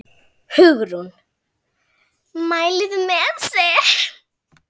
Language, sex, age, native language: Icelandic, female, 10, Icelandic